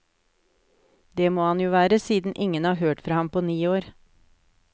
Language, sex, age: Norwegian, female, 48